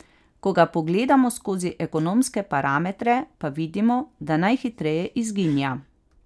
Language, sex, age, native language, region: Slovenian, female, 30-49, Slovenian, Carinthia region